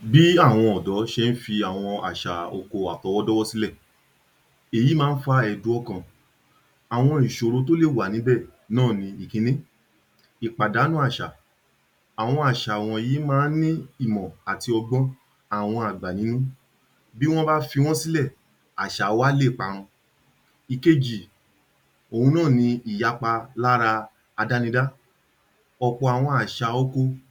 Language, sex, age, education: Yoruba, male, 30-45, tertiary